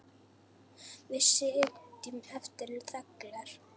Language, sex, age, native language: Icelandic, female, 8, Icelandic